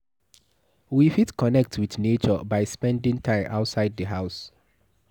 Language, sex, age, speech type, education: Nigerian Pidgin, male, 15-29, read, tertiary